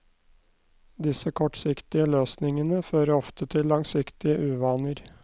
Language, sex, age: Norwegian, male, 29